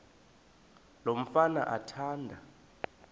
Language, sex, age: Xhosa, male, 20